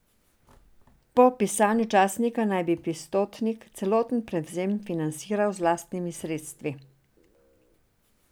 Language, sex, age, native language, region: Slovenian, female, 60+, Serbian, Drava region